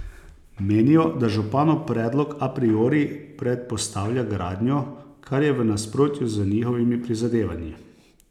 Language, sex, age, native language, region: Slovenian, male, 30-49, Slovenian, Posavska region